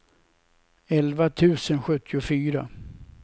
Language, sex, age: Swedish, male, 67